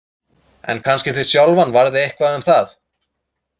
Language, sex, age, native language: Icelandic, male, 30-39, Icelandic